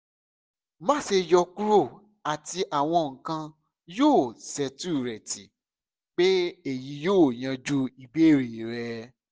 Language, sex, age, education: Yoruba, male, 15-29, secondary